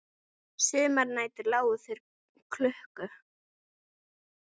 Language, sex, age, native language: Icelandic, female, 9, Icelandic